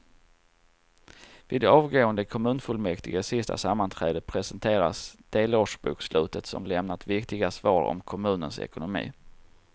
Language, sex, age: Swedish, male, 34